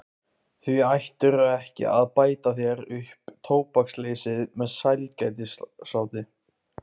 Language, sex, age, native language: Icelandic, male, 15, Icelandic